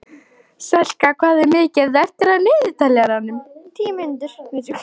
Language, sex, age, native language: Icelandic, female, 12, Icelandic